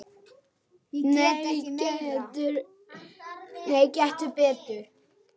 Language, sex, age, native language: Icelandic, male, 8, Icelandic